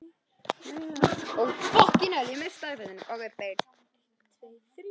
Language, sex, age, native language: Icelandic, male, 18-19, Icelandic